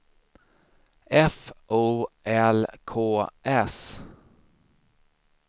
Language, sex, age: Swedish, male, 40